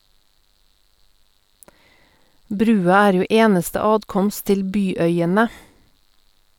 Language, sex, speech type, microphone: Norwegian, female, read, Sennheiser